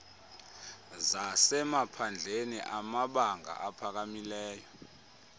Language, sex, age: Xhosa, male, 30